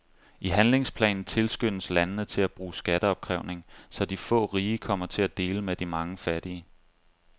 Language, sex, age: Danish, male, 25